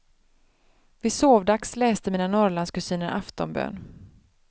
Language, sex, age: Swedish, female, 31